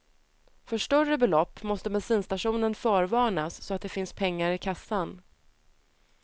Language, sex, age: Swedish, female, 30